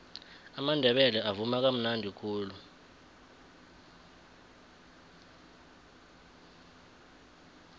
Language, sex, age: South Ndebele, male, 20